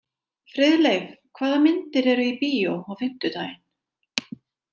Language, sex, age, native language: Icelandic, female, 60-69, Icelandic